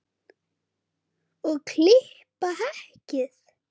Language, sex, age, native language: Icelandic, male, 9, Icelandic